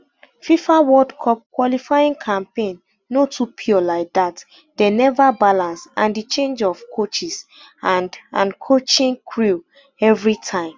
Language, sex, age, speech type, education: Nigerian Pidgin, female, 15-29, spontaneous, tertiary